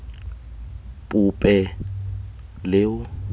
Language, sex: Tswana, male